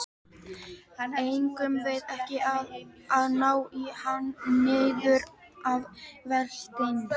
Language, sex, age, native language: Icelandic, female, 12, Icelandic